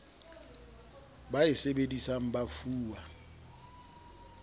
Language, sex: Southern Sotho, male